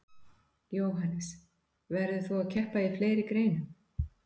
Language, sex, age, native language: Icelandic, female, 50-59, Icelandic